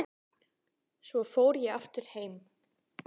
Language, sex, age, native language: Icelandic, female, 18-19, Icelandic